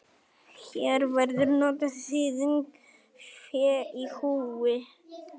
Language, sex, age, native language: Icelandic, male, 18-19, Icelandic